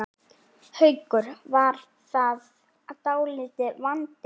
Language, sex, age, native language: Icelandic, female, 8, Icelandic